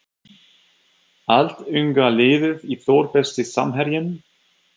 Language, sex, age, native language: Icelandic, male, 50-59, German